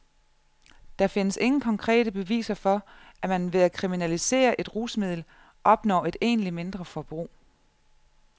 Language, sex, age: Danish, female, 34